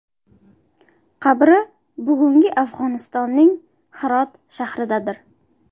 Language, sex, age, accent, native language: Uzbek, female, 19-29, Buxoro, Uzbek